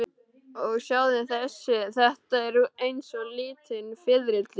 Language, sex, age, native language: Icelandic, male, 12, Icelandic